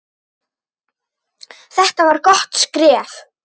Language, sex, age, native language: Icelandic, female, 9, Icelandic